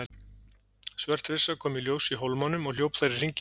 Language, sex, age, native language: Icelandic, male, 40-49, Icelandic